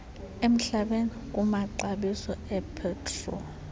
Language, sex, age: Xhosa, female, 22